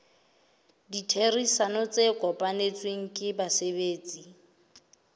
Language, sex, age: Southern Sotho, female, 29